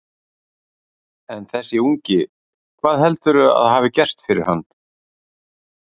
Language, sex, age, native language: Icelandic, male, 40-49, Icelandic